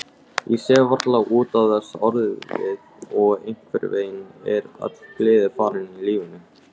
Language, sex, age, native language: Icelandic, male, 18-19, Icelandic